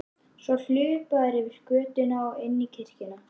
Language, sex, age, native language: Icelandic, female, 11, Icelandic